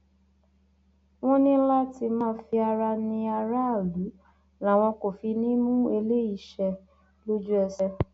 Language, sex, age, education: Yoruba, female, 30-45, tertiary